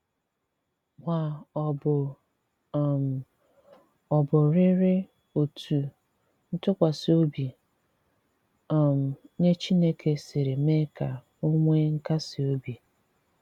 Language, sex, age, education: Igbo, female, 30-45, tertiary